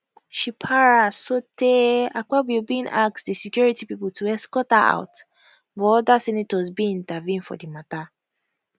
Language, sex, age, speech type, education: Nigerian Pidgin, female, 15-29, spontaneous, tertiary